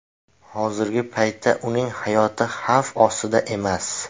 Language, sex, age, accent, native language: Uzbek, male, 18-24, Samarqand, Uzbek